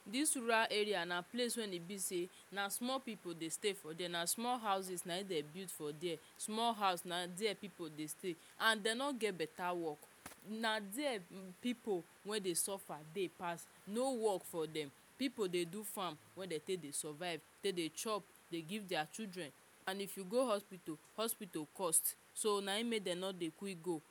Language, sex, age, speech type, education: Nigerian Pidgin, female, 46-60, spontaneous, tertiary